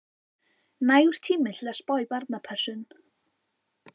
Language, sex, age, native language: Icelandic, female, 14, Icelandic